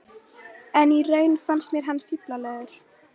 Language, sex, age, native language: Icelandic, female, 13, Icelandic